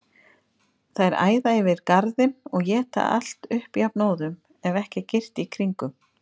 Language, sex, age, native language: Icelandic, female, 50-59, Icelandic